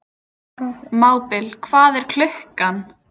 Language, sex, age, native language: Icelandic, female, 20-29, Icelandic